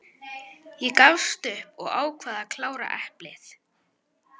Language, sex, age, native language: Icelandic, female, 11, Icelandic